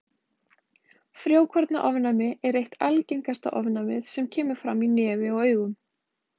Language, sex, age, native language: Icelandic, female, 20-29, Icelandic